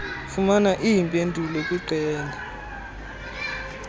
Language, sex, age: Xhosa, male, 21